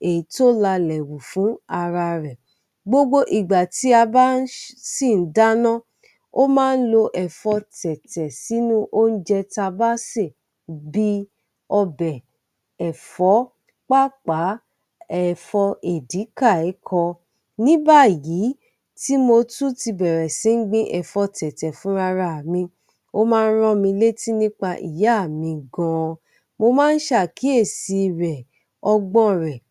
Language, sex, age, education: Yoruba, female, 30-45, tertiary